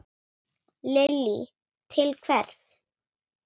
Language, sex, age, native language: Icelandic, female, 8, Icelandic